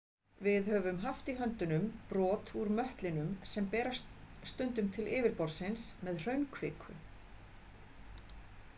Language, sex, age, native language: Icelandic, female, 50-59, Icelandic